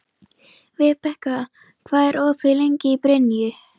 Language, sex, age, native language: Icelandic, female, 11, Icelandic